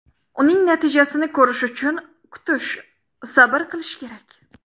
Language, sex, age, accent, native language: Uzbek, female, under 19, Samarqand, Uzbek